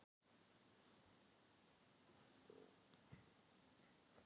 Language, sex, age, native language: Icelandic, female, 18-19, Thai